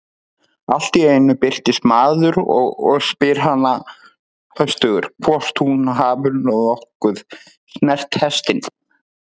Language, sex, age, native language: Icelandic, male, 30-39, Icelandic